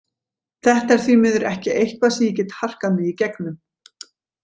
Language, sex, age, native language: Icelandic, female, 40-49, Icelandic